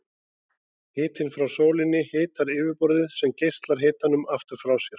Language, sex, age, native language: Icelandic, male, 40-49, Icelandic